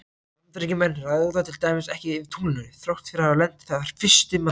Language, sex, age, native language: Icelandic, other, 18-19, Icelandic